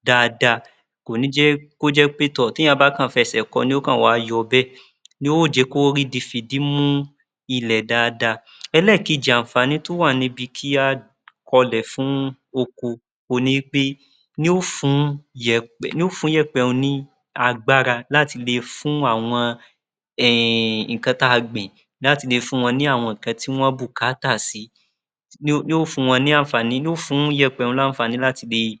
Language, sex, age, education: Yoruba, male, 30-45, tertiary